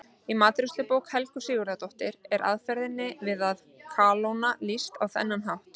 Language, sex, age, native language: Icelandic, female, 30-39, Icelandic